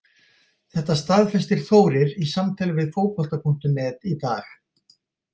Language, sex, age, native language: Icelandic, male, 50-59, Icelandic